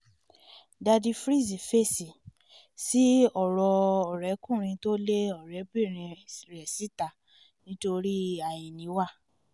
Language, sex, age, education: Yoruba, female, 15-29, tertiary